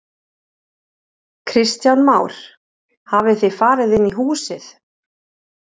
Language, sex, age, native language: Icelandic, female, 30-39, Icelandic